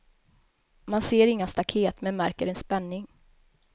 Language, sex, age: Swedish, female, 21